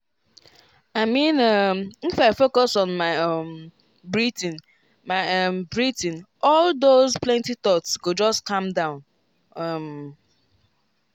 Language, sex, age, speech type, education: Nigerian Pidgin, female, 15-29, spontaneous, tertiary